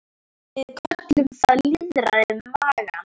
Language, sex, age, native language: Icelandic, female, 10, Icelandic